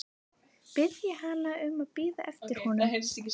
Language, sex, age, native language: Icelandic, female, 12, Icelandic